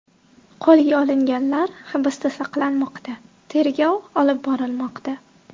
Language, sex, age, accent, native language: Uzbek, female, 18-24, Namangan, Uzbek